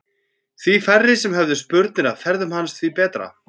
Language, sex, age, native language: Icelandic, female, 14, Icelandic